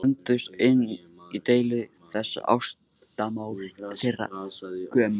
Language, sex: Icelandic, male